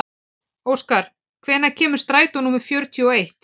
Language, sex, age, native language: Icelandic, male, 12, Icelandic